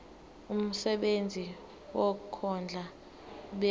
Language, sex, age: Zulu, female, 19